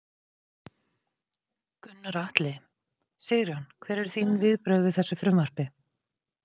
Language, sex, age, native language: Icelandic, female, 40-49, Icelandic